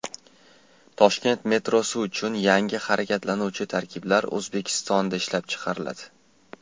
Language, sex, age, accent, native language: Uzbek, male, 19-29, Toshkent shahri, Uzbek